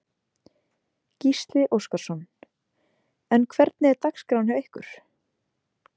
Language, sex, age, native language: Icelandic, female, 20-29, Icelandic